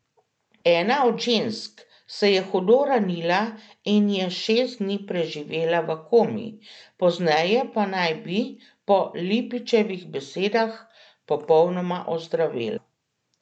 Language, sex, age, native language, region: Slovenian, female, 50-59, Slovenian, Central Slovenia